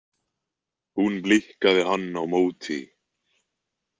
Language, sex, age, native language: Icelandic, male, 20-29, Icelandic